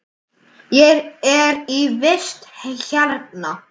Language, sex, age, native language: Icelandic, male, 10, Icelandic